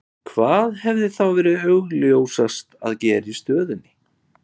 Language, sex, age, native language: Icelandic, male, 20-29, Icelandic